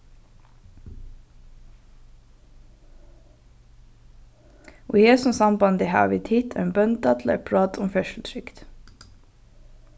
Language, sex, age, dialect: Faroese, female, 15-35, Norðurstreymoy/Eysturoy